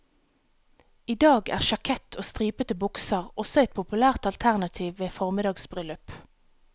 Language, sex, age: Norwegian, female, 37